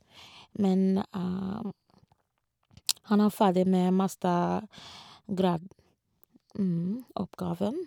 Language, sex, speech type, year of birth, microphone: Norwegian, female, spontaneous, 1986, Shure